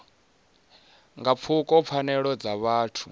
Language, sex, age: Venda, male, 19